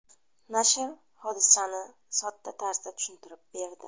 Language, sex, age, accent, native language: Uzbek, female, 25-34, Surxondaryo, Uzbek